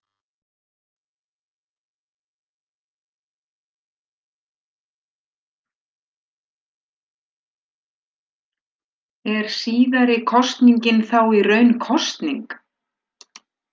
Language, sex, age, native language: Icelandic, female, 60-69, Icelandic